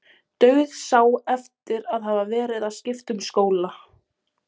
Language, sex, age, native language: Icelandic, female, 20-29, Polish